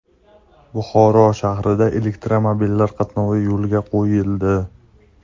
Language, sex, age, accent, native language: Uzbek, male, 18-24, Jizzax, Uzbek